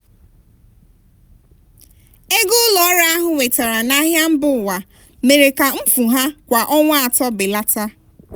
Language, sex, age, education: Igbo, female, 15-29, tertiary